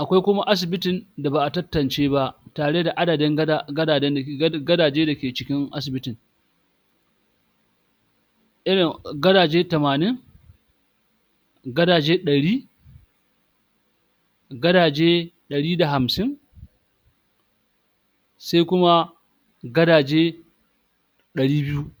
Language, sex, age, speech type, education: Hausa, male, 46-60, spontaneous, tertiary